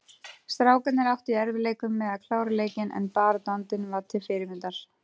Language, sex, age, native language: Icelandic, female, 30-39, Icelandic